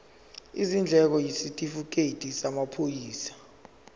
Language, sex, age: Zulu, male, 17